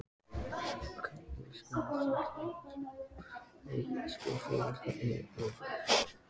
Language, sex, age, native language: Icelandic, male, 14, Icelandic